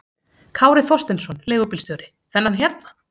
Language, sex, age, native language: Icelandic, female, 30-39, Icelandic